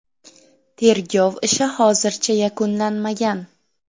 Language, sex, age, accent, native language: Uzbek, female, 12-17, Samarqand, Uzbek